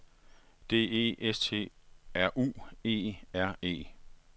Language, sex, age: Danish, male, 51